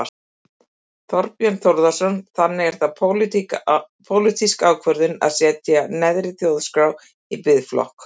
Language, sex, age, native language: Icelandic, female, 50-59, Icelandic